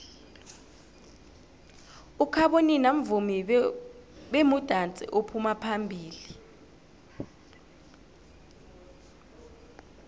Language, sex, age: South Ndebele, female, 18